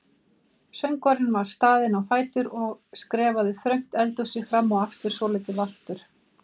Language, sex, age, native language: Icelandic, female, 50-59, Icelandic